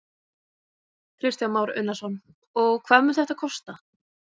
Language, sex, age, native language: Icelandic, female, 20-29, Icelandic